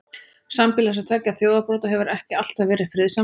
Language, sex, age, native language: Icelandic, female, 30-39, Icelandic